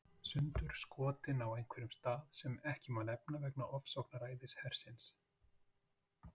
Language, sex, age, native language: Icelandic, male, 40-49, Icelandic